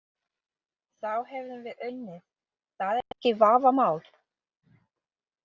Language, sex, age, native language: Icelandic, female, 30-39, English